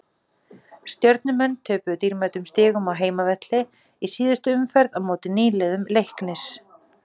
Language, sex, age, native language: Icelandic, female, 40-49, Icelandic